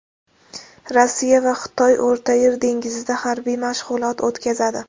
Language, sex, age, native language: Uzbek, female, 18-24, Uzbek